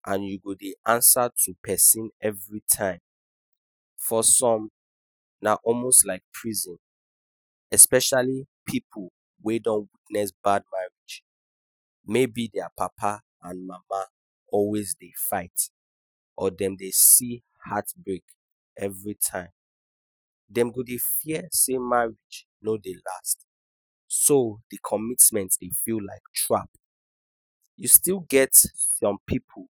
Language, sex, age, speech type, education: Nigerian Pidgin, male, 15-29, spontaneous, tertiary